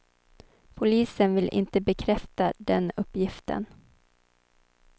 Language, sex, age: Swedish, female, 23